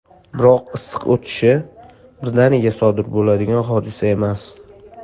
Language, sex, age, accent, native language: Uzbek, male, 19-29, Samarqand, Uzbek